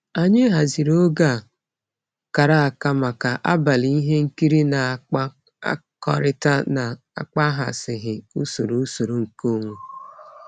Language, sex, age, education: Igbo, female, 30-45, tertiary